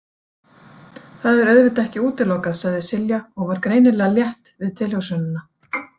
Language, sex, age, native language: Icelandic, female, 40-49, Icelandic